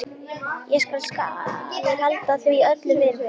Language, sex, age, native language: Icelandic, male, 11, Icelandic